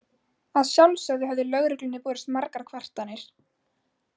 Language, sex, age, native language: Icelandic, female, 18-19, Icelandic